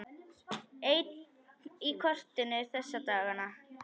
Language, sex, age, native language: Icelandic, female, 10, Icelandic